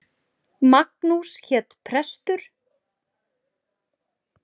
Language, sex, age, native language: Icelandic, female, 40-49, Icelandic